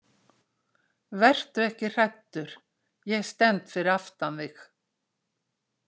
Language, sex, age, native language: Icelandic, female, 60-69, Icelandic